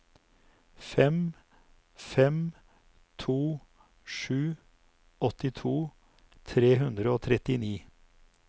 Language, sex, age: Norwegian, male, 59